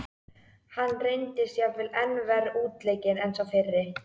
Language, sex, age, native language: Icelandic, male, 13, Icelandic